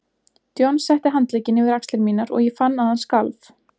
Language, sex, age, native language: Icelandic, female, 20-29, Icelandic